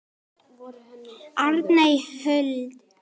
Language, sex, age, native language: Icelandic, male, 10, Icelandic